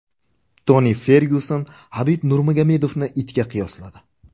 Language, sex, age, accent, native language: Uzbek, male, 25-34, Surxondaryo, Uzbek